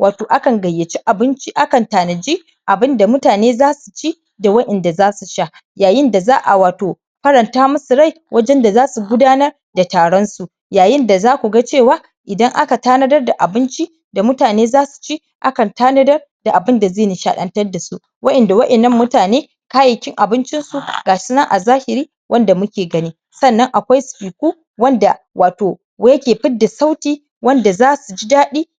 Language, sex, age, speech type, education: Hausa, female, 30-45, spontaneous, tertiary